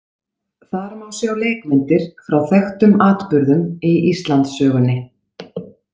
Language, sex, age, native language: Icelandic, female, 40-49, Icelandic